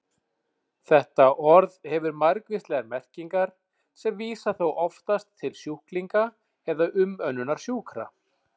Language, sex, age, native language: Icelandic, male, 40-49, Icelandic